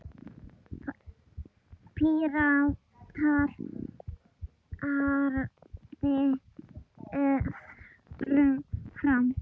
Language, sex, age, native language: Icelandic, female, 10, Icelandic